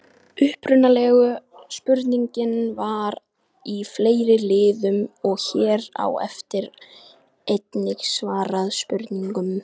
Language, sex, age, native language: Icelandic, female, 18-19, Icelandic